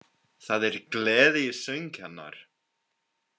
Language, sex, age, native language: Icelandic, male, 18-19, English